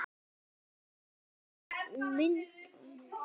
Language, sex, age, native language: Icelandic, female, 10, Icelandic